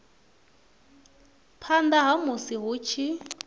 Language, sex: Venda, female